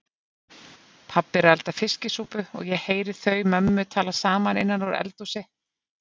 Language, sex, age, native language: Icelandic, female, 50-59, Icelandic